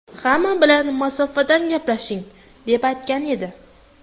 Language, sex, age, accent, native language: Uzbek, female, 18-24, Toshkent viloyati, Uzbek